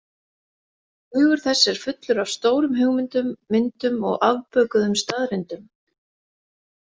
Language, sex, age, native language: Icelandic, female, 40-49, Icelandic